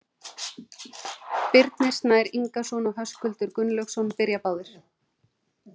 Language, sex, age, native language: Icelandic, female, 40-49, Icelandic